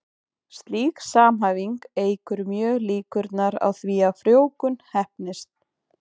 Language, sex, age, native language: Icelandic, female, 20-29, Icelandic